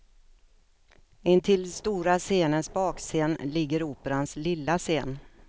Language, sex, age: Swedish, female, 56